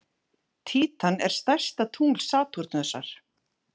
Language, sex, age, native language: Icelandic, female, 40-49, Icelandic